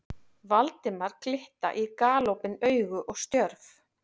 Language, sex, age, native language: Icelandic, female, 40-49, Icelandic